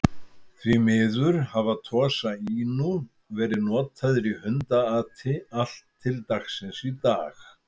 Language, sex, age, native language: Icelandic, male, 70-79, Icelandic